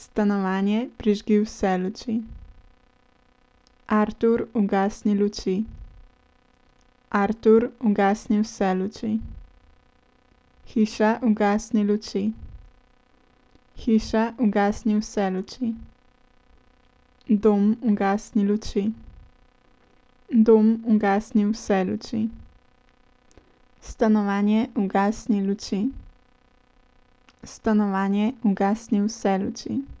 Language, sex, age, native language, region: Slovenian, female, 18-29, Slovenian, Central Slovenia